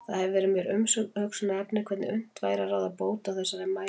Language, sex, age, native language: Icelandic, female, 40-49, Icelandic